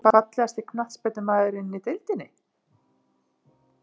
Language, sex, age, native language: Icelandic, female, 50-59, Icelandic